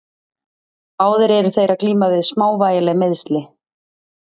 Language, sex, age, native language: Icelandic, female, 30-39, Icelandic